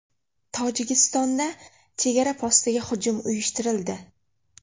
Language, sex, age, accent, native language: Uzbek, female, 18-24, Navoiy, Uzbek